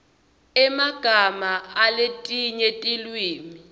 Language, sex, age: Swati, female, 22